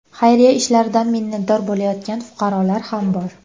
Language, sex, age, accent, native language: Uzbek, female, under 19, Andijon, Uzbek